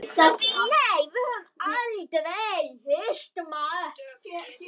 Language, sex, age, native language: Icelandic, male, 9, Icelandic